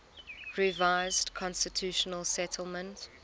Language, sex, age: English, female, 20